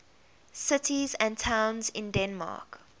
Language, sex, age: English, female, 21